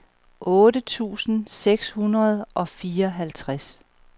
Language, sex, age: Danish, female, 38